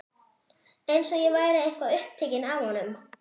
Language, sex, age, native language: Icelandic, female, 11, Icelandic